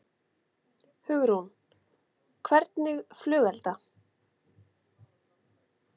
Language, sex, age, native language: Icelandic, female, 30-39, Icelandic